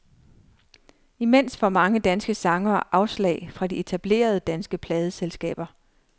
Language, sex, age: Danish, female, 39